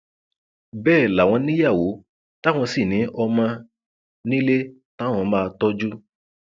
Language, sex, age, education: Yoruba, male, 30-45, tertiary